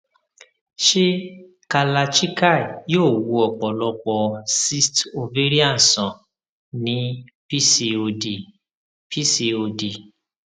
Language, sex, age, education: Yoruba, male, 30-45, tertiary